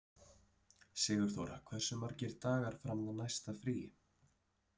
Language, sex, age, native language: Icelandic, male, 30-39, Icelandic